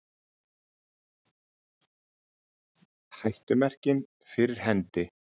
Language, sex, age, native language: Icelandic, male, 40-49, Icelandic